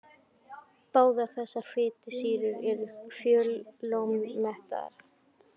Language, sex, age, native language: Icelandic, female, 18-19, Icelandic